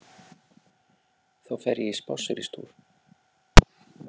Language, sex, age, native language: Icelandic, male, 40-49, Icelandic